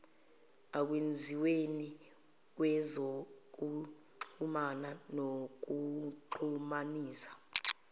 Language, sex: Zulu, female